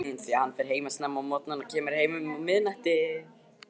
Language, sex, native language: Icelandic, male, Icelandic